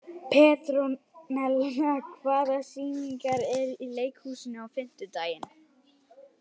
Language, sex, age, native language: Icelandic, male, 18-19, Icelandic